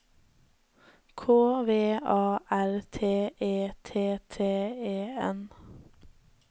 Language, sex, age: Norwegian, female, 20